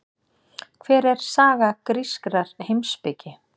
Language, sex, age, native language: Icelandic, female, 40-49, Icelandic